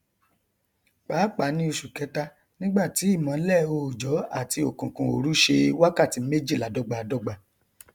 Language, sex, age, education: Yoruba, male, 30-45, tertiary